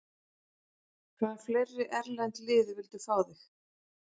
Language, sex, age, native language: Icelandic, female, 40-49, Icelandic